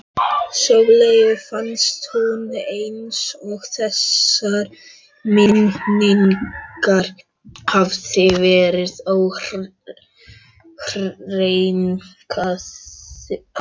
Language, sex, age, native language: Icelandic, male, 12, Icelandic